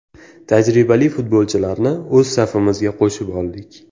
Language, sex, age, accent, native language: Uzbek, male, 18-24, Toshkent viloyati, Uzbek